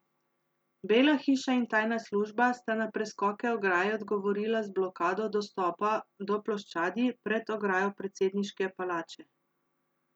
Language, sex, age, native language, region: Slovenian, female, 30-49, Slovenian, Central Slovenia